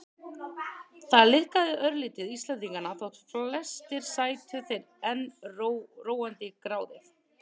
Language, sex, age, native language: Icelandic, female, 30-39, Icelandic